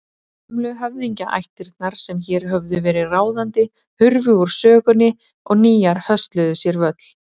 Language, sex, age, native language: Icelandic, female, 30-39, Icelandic